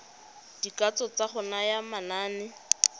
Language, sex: Tswana, female